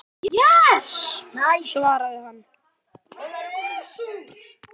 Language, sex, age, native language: Icelandic, male, 10, Icelandic